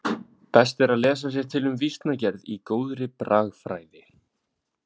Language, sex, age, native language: Icelandic, male, 20-29, Icelandic